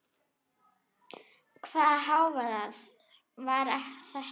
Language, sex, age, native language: Icelandic, female, 9, Icelandic